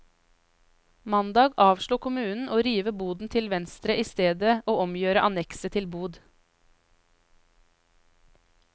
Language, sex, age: Norwegian, female, 33